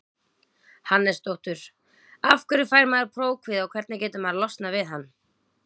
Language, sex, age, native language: Icelandic, female, 20-29, Icelandic